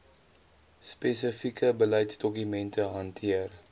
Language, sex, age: Afrikaans, male, 20